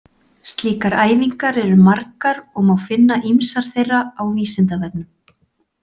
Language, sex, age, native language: Icelandic, female, 40-49, Icelandic